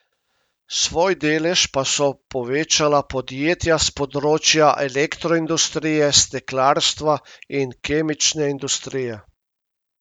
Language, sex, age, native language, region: Slovenian, male, 50-59, Slovenian, Primorsko-notranjska region